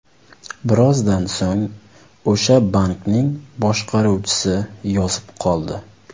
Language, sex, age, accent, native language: Uzbek, male, 19-29, Surxondaryo, Uzbek